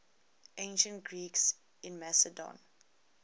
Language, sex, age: English, female, 20